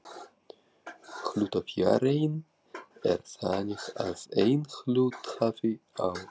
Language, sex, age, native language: Icelandic, male, 40-49, Russian